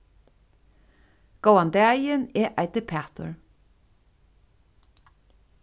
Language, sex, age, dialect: Faroese, female, 36-60, Suðurstreymoy